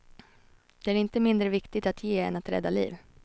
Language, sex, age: Swedish, female, 21